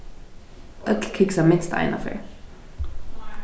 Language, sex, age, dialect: Faroese, female, 15-35, Vágar